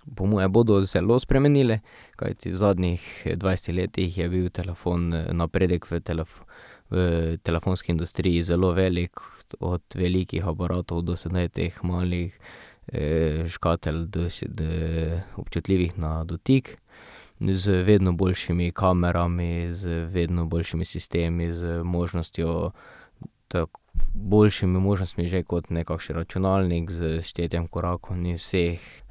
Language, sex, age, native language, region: Slovenian, male, 18-29, Slovenian, Drava region